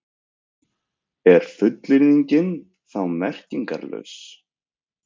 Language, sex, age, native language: Icelandic, male, 30-39, Icelandic